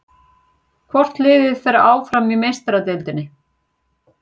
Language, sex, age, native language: Icelandic, female, 40-49, Icelandic